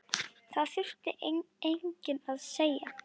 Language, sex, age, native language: Icelandic, female, 10, Icelandic